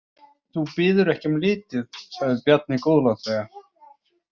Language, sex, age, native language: Icelandic, male, 40-49, Icelandic